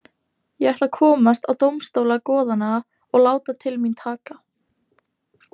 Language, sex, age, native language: Icelandic, female, 18-19, Icelandic